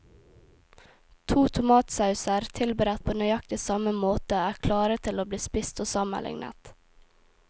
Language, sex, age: Norwegian, female, 18